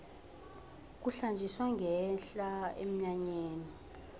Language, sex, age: South Ndebele, female, 18